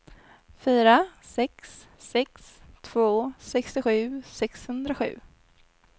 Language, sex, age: Swedish, female, 19